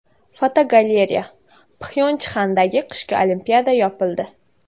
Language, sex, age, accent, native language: Uzbek, female, 18-24, Samarqand, Uzbek